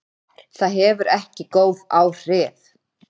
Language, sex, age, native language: Icelandic, male, 9, Icelandic